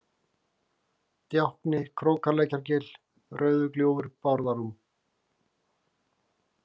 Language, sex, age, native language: Icelandic, male, 40-49, Icelandic